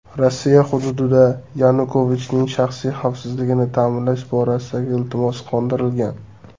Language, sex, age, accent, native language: Uzbek, male, 19-29, Surxondaryo, Uzbek